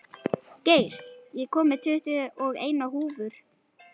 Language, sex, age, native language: Icelandic, male, 11, Icelandic